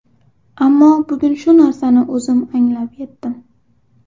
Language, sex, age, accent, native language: Uzbek, female, 12-17, Xorazm, Uzbek